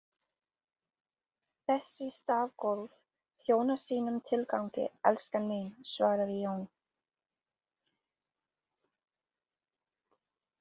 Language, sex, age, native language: Icelandic, female, 30-39, English